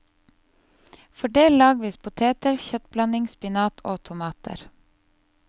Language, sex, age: Norwegian, female, 30